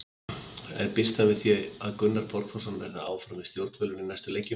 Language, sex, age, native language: Icelandic, male, 50-59, Icelandic